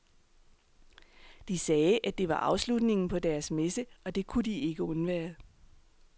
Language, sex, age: Danish, female, 39